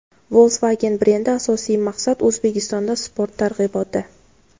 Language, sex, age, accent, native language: Uzbek, female, 18-24, Navoiy, Uzbek